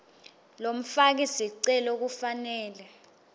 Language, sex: Swati, female